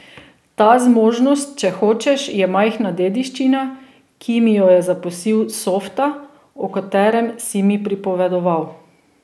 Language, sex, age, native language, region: Slovenian, female, 30-49, Slovenian, Drava region